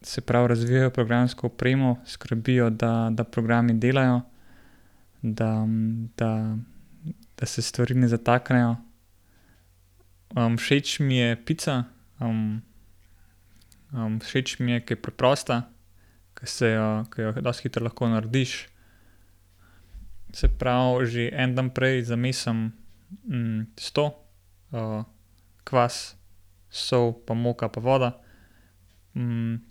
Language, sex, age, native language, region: Slovenian, male, 18-29, Slovenian, Gorenjska region